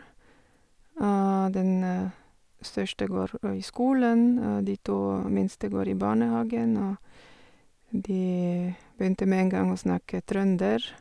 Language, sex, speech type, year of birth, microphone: Norwegian, female, spontaneous, 1970, Sennheiser